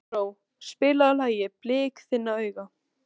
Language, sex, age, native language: Icelandic, female, 13, Icelandic